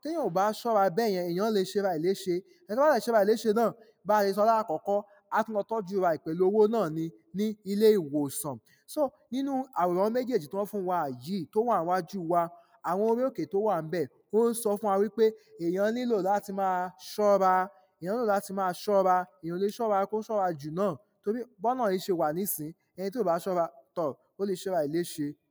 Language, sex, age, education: Yoruba, male, 15-29, tertiary